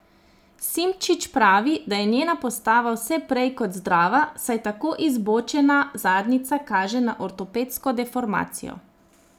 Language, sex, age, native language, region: Slovenian, female, 30-49, Slovenian, Zasavska region